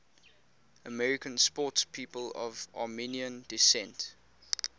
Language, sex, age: English, male, 22